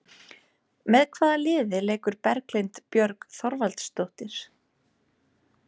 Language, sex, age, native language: Icelandic, female, 30-39, Icelandic